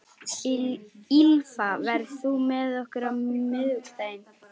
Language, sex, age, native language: Icelandic, female, 11, Icelandic